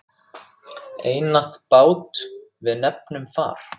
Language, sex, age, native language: Icelandic, male, 6, Icelandic